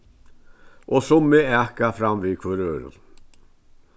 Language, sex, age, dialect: Faroese, male, 61+, Vágar